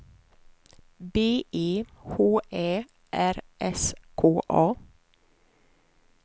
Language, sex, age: Swedish, female, 43